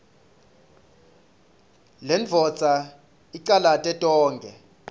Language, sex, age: Swati, male, 26